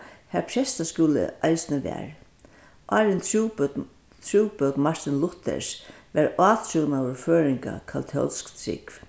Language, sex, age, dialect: Faroese, female, 61+, Vágar